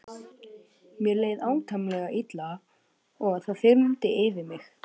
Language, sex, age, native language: Icelandic, male, 12, Icelandic